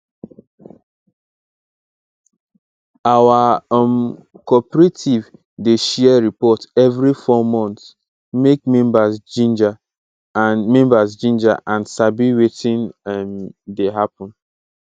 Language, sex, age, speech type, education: Nigerian Pidgin, male, 15-29, spontaneous, secondary